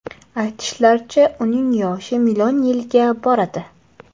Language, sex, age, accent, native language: Uzbek, female, 19-29, Toshkent shahri, Uzbek